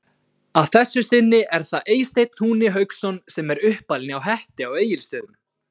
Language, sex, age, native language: Icelandic, male, 20-29, Icelandic